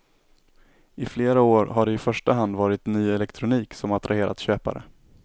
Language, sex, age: Swedish, male, 17